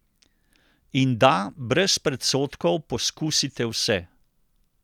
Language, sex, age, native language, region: Slovenian, male, 60+, Slovenian, Central Slovenia